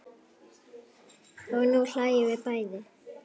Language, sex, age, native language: Icelandic, female, 9, Icelandic